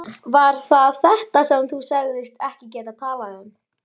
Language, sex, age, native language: Icelandic, male, 11, Icelandic